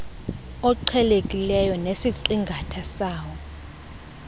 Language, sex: Xhosa, female